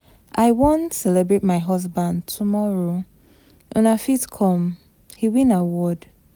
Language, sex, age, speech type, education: Nigerian Pidgin, female, 15-29, spontaneous, tertiary